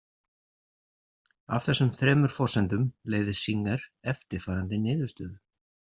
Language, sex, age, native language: Icelandic, male, 50-59, Icelandic